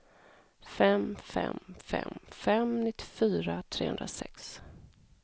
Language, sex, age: Swedish, female, 34